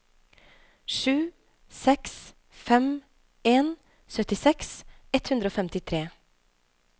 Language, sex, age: Norwegian, female, 25